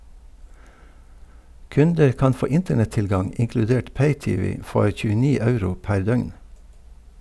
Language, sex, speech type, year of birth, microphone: Norwegian, male, read, 1952, Sennheiser